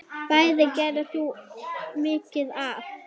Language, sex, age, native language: Icelandic, female, 9, Icelandic